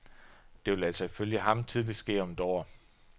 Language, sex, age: Danish, male, 33